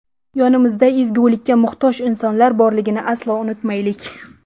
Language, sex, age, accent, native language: Uzbek, female, 18-24, Samarqand, Uzbek